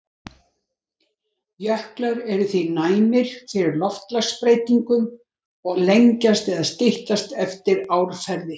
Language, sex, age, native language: Icelandic, female, 60-69, Icelandic